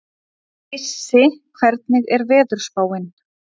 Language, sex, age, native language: Icelandic, female, 30-39, Icelandic